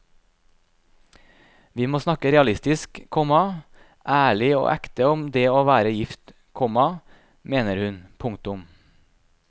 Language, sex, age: Norwegian, male, 26